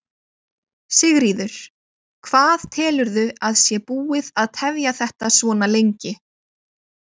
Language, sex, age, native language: Icelandic, female, 20-29, Icelandic